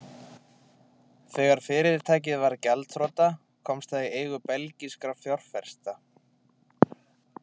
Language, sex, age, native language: Icelandic, male, 20-29, Icelandic